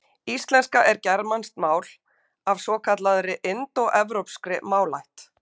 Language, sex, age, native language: Icelandic, female, 50-59, Icelandic